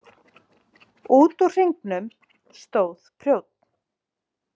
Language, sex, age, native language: Icelandic, female, 30-39, Icelandic